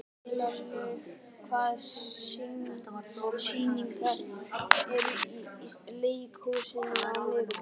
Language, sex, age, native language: Icelandic, male, 12, Icelandic